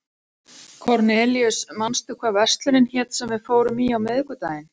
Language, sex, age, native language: Icelandic, female, 40-49, Icelandic